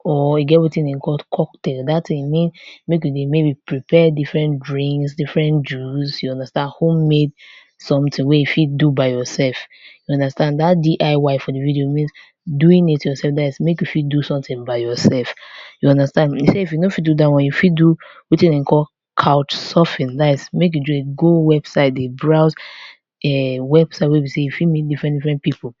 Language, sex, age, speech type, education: Nigerian Pidgin, female, 15-29, spontaneous, tertiary